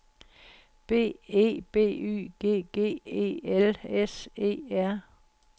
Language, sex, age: Danish, female, 60